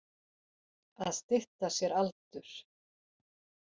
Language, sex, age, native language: Icelandic, female, 40-49, Icelandic